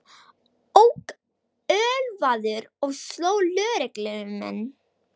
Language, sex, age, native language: Icelandic, female, 18-19, Icelandic